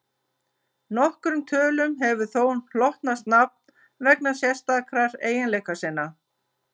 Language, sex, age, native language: Icelandic, female, 50-59, Icelandic